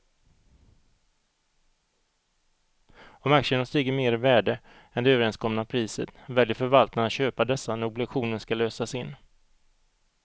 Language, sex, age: Swedish, male, 38